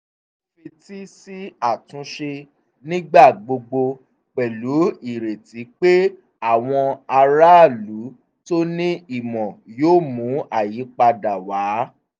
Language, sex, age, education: Yoruba, male, 15-29, tertiary